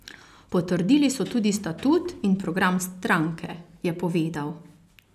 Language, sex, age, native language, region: Slovenian, female, 30-49, Slovenian, Carinthia region